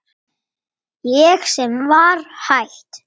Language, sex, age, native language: Icelandic, male, 8, Icelandic